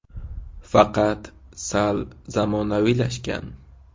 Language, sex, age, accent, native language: Uzbek, male, 18-24, Qashqadaryo, Uzbek